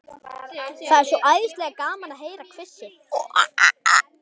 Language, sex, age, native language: Icelandic, male, 11, Icelandic